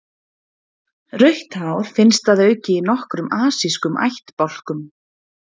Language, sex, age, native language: Icelandic, female, 40-49, Icelandic